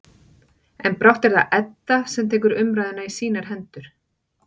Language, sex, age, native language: Icelandic, female, 40-49, Icelandic